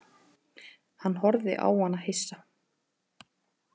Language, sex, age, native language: Icelandic, female, 30-39, Icelandic